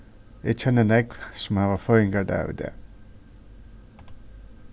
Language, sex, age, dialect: Faroese, male, 36-60, Suðurstreymoy